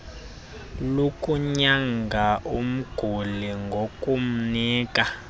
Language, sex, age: Xhosa, male, 20